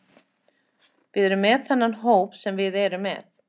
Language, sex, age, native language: Icelandic, female, 30-39, Icelandic